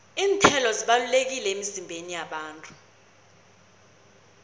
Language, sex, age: South Ndebele, female, 21